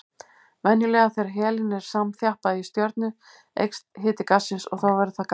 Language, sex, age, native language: Icelandic, female, 50-59, Icelandic